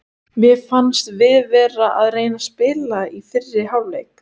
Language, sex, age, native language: Icelandic, female, 18-19, Icelandic